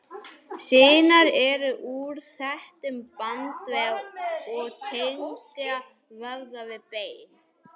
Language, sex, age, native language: Icelandic, male, 18-19, Icelandic